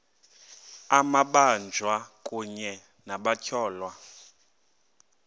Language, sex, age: Xhosa, male, 21